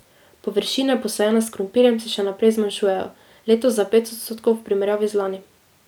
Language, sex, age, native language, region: Slovenian, female, 18-29, Slovenian, Drava region